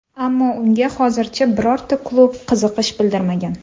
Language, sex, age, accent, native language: Uzbek, female, 25-34, Toshkent shahri, Uzbek